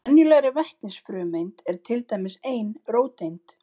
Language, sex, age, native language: Icelandic, female, 40-49, Icelandic